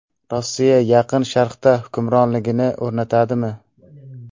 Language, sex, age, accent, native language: Uzbek, male, 18-24, Samarqand, Uzbek